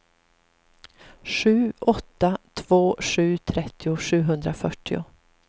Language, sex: Swedish, female